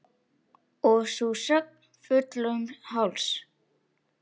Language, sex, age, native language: Icelandic, male, 8, Icelandic